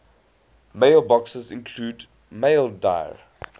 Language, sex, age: English, male, 20